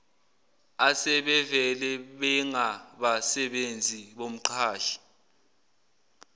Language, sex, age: Zulu, male, 18